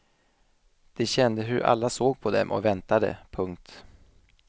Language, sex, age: Swedish, male, 27